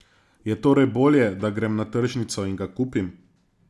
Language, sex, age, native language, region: Slovenian, male, 30-49, Slovenian, Zasavska region